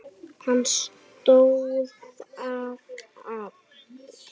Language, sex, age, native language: Icelandic, female, 8, Icelandic